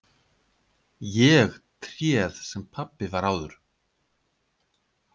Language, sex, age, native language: Icelandic, male, 50-59, Icelandic